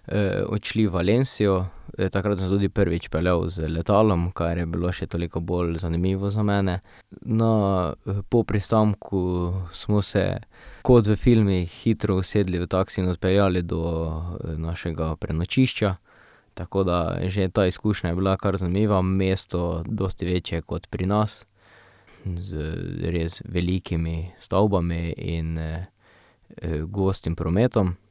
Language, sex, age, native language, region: Slovenian, male, 18-29, Slovenian, Drava region